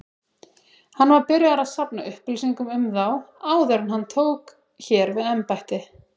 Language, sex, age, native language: Icelandic, female, 30-39, Icelandic